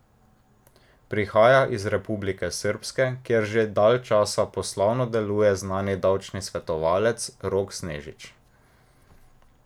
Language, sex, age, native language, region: Slovenian, male, 18-29, Slovenian, Drava region